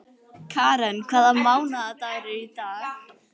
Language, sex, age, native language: Icelandic, female, 18-19, Icelandic